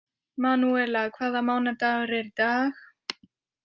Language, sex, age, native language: Icelandic, female, 18-19, French